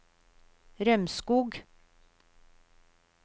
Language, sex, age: Norwegian, female, 53